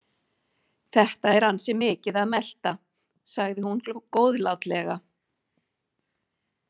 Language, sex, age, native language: Icelandic, female, 50-59, Icelandic